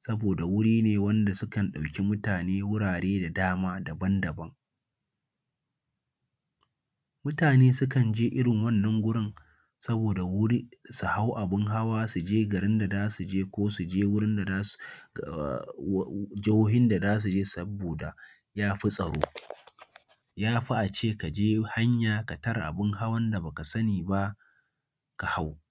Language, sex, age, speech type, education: Hausa, male, 15-29, spontaneous, secondary